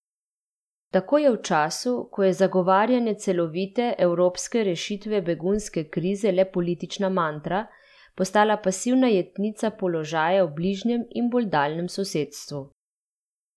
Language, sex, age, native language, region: Slovenian, female, 30-49, Slovenian, Central Slovenia